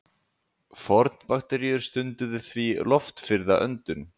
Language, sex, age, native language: Icelandic, male, 20-29, Icelandic